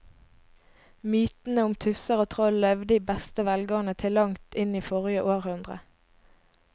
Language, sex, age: Norwegian, female, 22